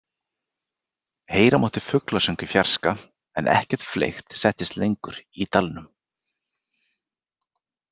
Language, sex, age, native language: Icelandic, male, 40-49, Icelandic